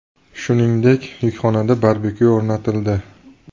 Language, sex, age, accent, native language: Uzbek, male, 25-34, Toshkent viloyati, Uzbek